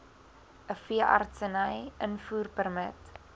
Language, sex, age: Afrikaans, female, 20